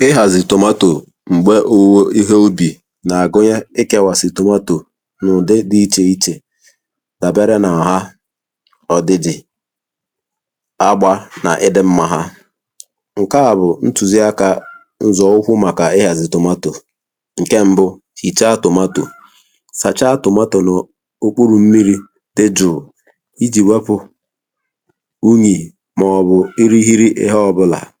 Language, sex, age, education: Igbo, male, 30-45, primary